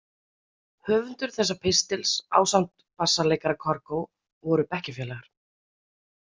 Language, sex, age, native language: Icelandic, female, 30-39, Icelandic